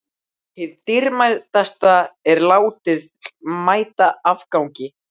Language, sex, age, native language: Icelandic, male, 12, Icelandic